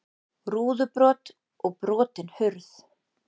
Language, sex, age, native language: Icelandic, female, 40-49, Icelandic